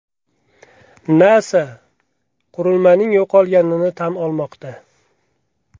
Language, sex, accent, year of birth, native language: Uzbek, male, Andijon, 1994, Uzbek